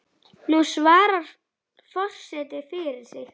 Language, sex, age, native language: Icelandic, female, 10, Icelandic